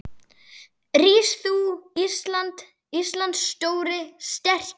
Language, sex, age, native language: Icelandic, female, 10, Icelandic